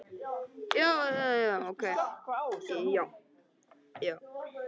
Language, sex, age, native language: Icelandic, male, 18-19, Icelandic